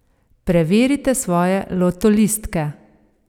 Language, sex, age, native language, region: Slovenian, female, 30-49, Slovenian, Savinja region